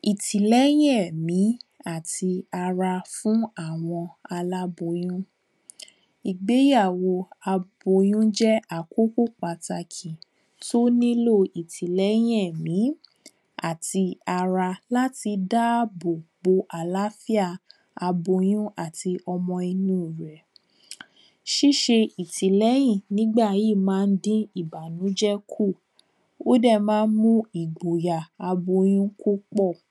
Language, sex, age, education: Yoruba, female, 15-29, tertiary